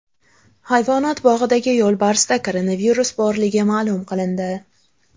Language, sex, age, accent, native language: Uzbek, female, 18-24, Andijon, Uzbek